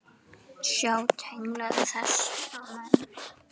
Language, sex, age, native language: Icelandic, female, 9, Icelandic